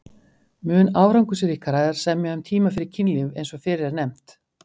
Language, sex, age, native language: Icelandic, female, 50-59, Icelandic